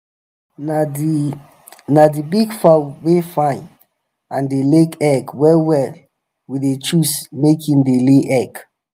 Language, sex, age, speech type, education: Nigerian Pidgin, male, 30-45, spontaneous, tertiary